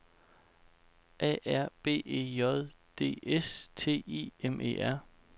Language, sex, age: Danish, male, 29